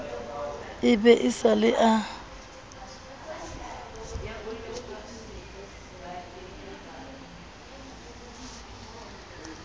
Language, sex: Southern Sotho, female